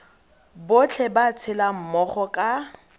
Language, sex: Tswana, female